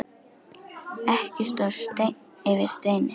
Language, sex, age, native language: Icelandic, female, 10, Icelandic